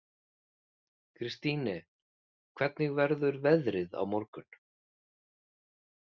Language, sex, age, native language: Icelandic, male, 40-49, Icelandic